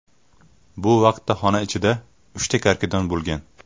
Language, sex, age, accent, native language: Uzbek, male, 18-24, Farg'ona, Uzbek